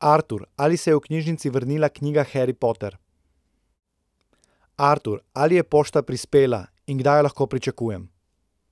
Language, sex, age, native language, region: Slovenian, male, 30-49, Slovenian, Central Slovenia